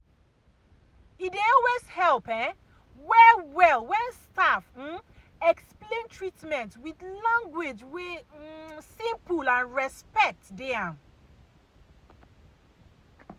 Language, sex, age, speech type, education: Nigerian Pidgin, female, 30-45, spontaneous, tertiary